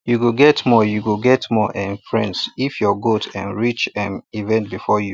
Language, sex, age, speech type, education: Nigerian Pidgin, male, 30-45, spontaneous, tertiary